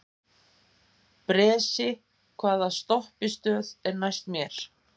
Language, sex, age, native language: Icelandic, female, 50-59, Icelandic